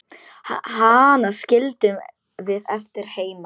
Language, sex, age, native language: Icelandic, female, 10, Polish